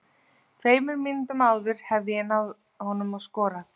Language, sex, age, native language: Icelandic, female, 40-49, Icelandic